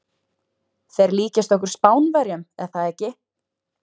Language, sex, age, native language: Icelandic, female, 20-29, Icelandic